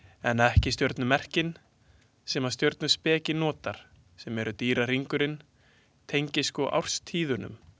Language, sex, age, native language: Icelandic, male, 20-29, Icelandic